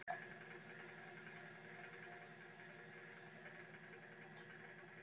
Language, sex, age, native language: Icelandic, female, 50-59, Icelandic